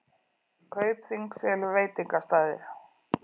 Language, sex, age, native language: Icelandic, female, 40-49, Icelandic